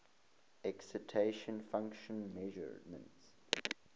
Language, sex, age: English, male, 20